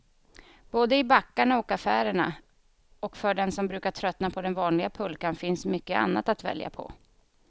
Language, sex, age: Swedish, female, 31